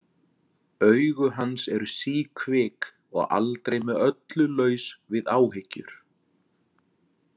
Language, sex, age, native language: Icelandic, male, 40-49, Icelandic